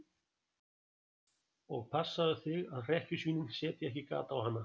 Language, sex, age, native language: Icelandic, male, 60-69, Icelandic